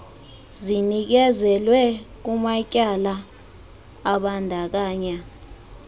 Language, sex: Xhosa, female